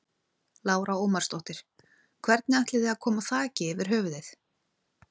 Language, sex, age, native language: Icelandic, female, 30-39, Icelandic